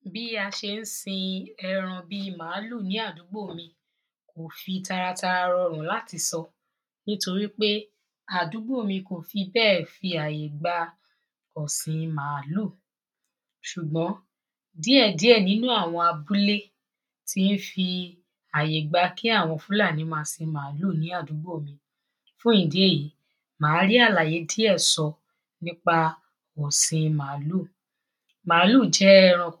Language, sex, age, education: Yoruba, female, 15-29, secondary